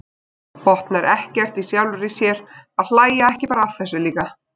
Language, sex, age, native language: Icelandic, female, 20-29, Icelandic